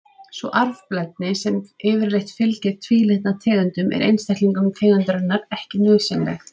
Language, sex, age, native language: Icelandic, female, 30-39, Icelandic